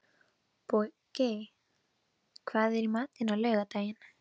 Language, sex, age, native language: Icelandic, female, 12, Icelandic